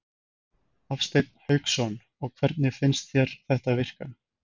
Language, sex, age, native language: Icelandic, male, 20-29, Icelandic